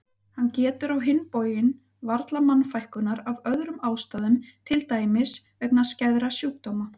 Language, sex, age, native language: Icelandic, female, 30-39, Icelandic